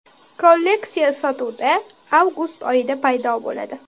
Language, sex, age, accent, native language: Uzbek, female, under 19, Toshkent shahri, Uzbek